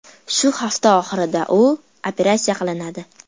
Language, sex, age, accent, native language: Uzbek, female, 12-17, Farg'ona, Uzbek